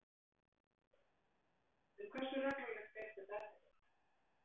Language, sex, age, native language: Icelandic, female, 60-69, Icelandic